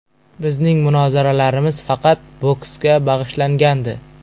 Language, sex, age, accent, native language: Uzbek, male, 12-17, Samarqand, Uzbek